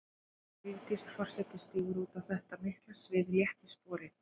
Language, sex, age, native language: Icelandic, female, 40-49, Icelandic